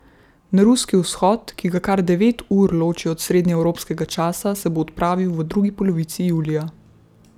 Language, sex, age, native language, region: Slovenian, female, 18-29, Slovenian, Central Slovenia